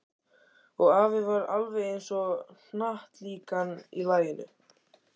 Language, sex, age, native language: Icelandic, male, 14, Icelandic